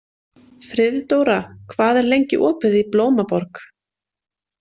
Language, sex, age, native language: Icelandic, female, 20-29, Icelandic